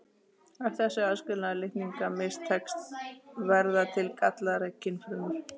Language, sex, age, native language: Icelandic, female, 30-39, Icelandic